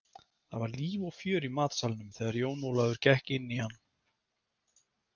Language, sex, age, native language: Icelandic, male, 30-39, Icelandic